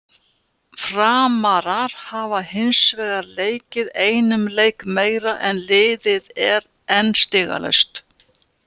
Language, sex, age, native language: Icelandic, female, 80-89, Icelandic